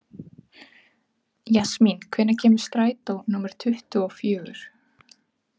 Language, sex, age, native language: Icelandic, female, 30-39, Icelandic